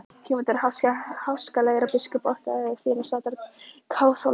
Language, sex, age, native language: Icelandic, female, 11, Icelandic